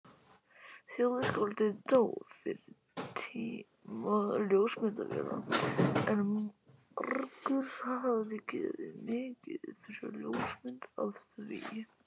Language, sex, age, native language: Icelandic, male, 18-19, Icelandic